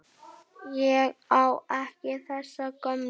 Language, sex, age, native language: Icelandic, male, 8, Icelandic